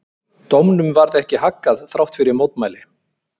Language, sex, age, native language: Icelandic, male, 50-59, Icelandic